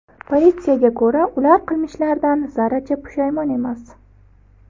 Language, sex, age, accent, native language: Uzbek, female, 18-24, Buxoro, Uzbek